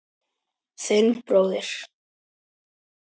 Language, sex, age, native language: Icelandic, male, 10, Icelandic